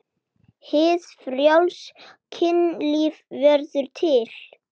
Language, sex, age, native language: Icelandic, male, 8, Icelandic